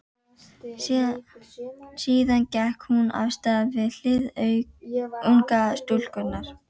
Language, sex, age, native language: Icelandic, female, 12, Icelandic